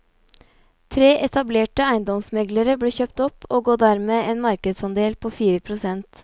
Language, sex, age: Norwegian, female, 29